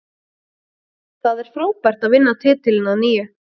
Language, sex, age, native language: Icelandic, female, 30-39, Icelandic